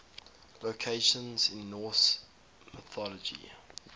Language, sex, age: English, male, 22